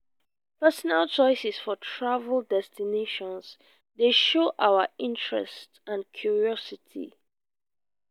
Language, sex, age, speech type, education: Nigerian Pidgin, female, 15-29, spontaneous, tertiary